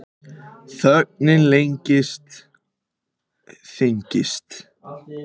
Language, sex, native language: Icelandic, other, Icelandic